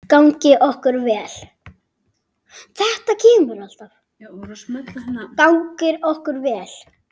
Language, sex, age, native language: Icelandic, male, 7, Icelandic